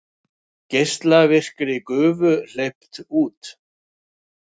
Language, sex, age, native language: Icelandic, male, 60-69, Icelandic